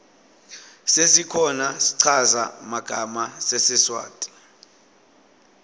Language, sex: Swati, male